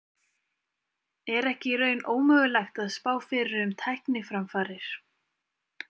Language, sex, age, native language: Icelandic, female, 20-29, Icelandic